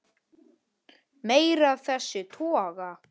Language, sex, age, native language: Icelandic, male, 10, Icelandic